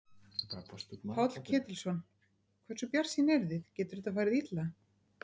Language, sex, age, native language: Icelandic, female, 50-59, Icelandic